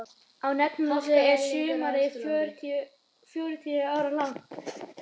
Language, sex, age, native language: Icelandic, male, 18-19, Icelandic